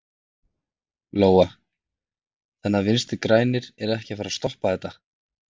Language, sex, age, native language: Icelandic, male, 30-39, Icelandic